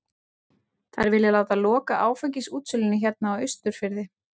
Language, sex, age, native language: Icelandic, male, 12, Icelandic